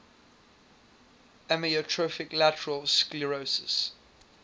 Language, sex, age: English, male, 22